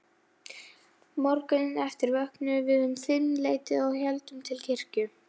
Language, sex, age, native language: Icelandic, female, 11, Icelandic